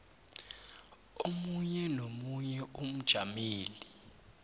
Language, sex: South Ndebele, male